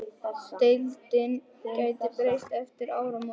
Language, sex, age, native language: Icelandic, male, 10, Icelandic